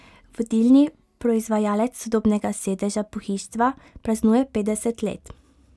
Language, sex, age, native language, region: Slovenian, female, 18-29, Slovenian, Pomurje region